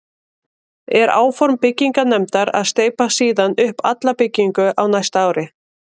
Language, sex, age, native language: Icelandic, female, 30-39, Icelandic